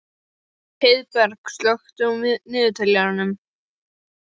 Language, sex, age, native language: Icelandic, female, 12, Icelandic